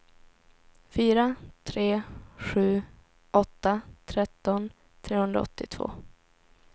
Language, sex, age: Swedish, female, 17